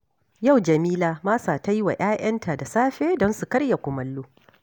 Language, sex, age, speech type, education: Hausa, female, 46-60, read, tertiary